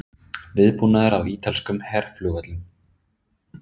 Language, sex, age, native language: Icelandic, male, 30-39, Icelandic